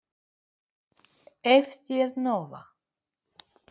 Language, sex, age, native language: Icelandic, female, 30-39, Icelandic